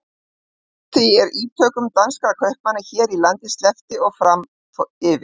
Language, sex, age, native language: Icelandic, female, 50-59, Icelandic